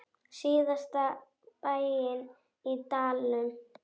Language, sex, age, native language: Icelandic, female, 10, Icelandic